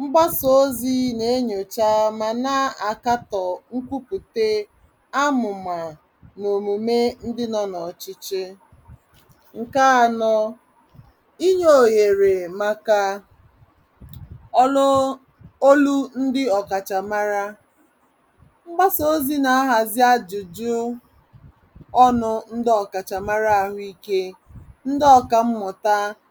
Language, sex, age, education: Igbo, female, 30-45, tertiary